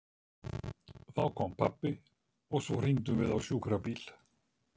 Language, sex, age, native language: Icelandic, male, 70-79, Icelandic